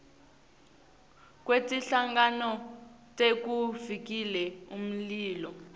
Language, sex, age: Swati, female, 19